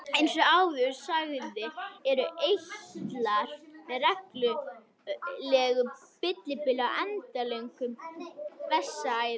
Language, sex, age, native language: Icelandic, female, 21, Icelandic